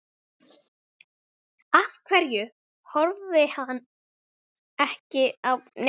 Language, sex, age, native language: Icelandic, female, 11, Icelandic